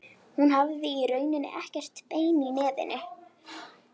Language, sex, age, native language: Icelandic, female, 11, Icelandic